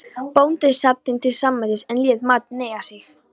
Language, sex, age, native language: Icelandic, female, 13, Polish